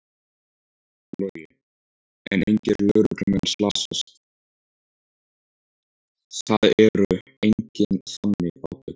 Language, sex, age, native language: Icelandic, male, 14, Icelandic